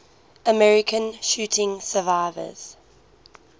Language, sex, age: English, female, 19